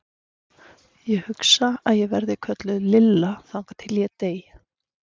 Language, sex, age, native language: Icelandic, female, 40-49, Icelandic